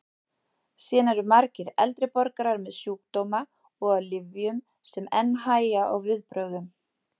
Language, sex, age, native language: Icelandic, female, 40-49, Icelandic